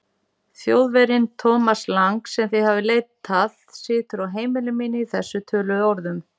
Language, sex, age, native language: Icelandic, female, 40-49, Icelandic